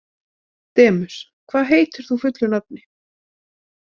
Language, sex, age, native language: Icelandic, female, 20-29, Icelandic